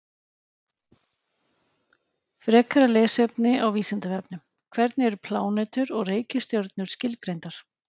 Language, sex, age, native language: Icelandic, female, 40-49, Icelandic